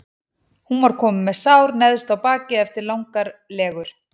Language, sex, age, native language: Icelandic, female, 40-49, Icelandic